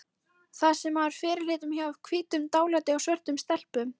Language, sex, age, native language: Icelandic, female, 13, Icelandic